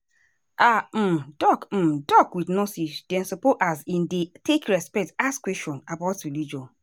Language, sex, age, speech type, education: Nigerian Pidgin, female, 30-45, spontaneous, tertiary